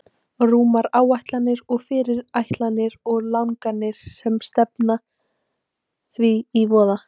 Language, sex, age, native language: Icelandic, female, 18-19, Icelandic